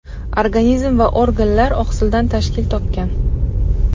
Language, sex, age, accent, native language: Uzbek, female, 35+, Qashqadaryo, Uzbek